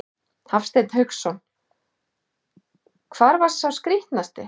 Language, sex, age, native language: Icelandic, male, 11, Icelandic